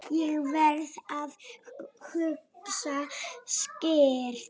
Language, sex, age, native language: Icelandic, female, 7, Polish